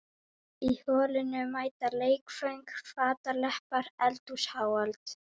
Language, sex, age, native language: Icelandic, female, 12, Icelandic